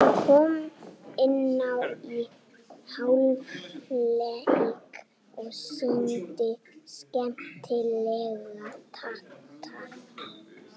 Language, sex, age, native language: Icelandic, male, 7, Icelandic